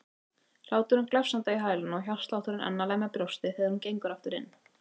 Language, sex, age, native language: Icelandic, female, 18-19, Icelandic